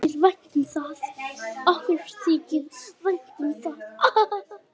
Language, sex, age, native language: Icelandic, female, 8, Icelandic